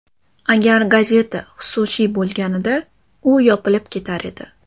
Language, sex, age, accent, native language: Uzbek, female, 18-24, Toshkent shahri, Uzbek